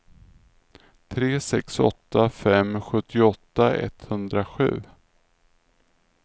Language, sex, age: Swedish, male, 46